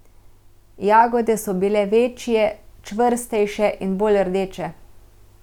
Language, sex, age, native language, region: Slovenian, female, 30-49, Slovenian, Central Slovenia